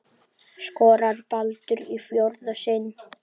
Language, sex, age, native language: Icelandic, female, 8, Icelandic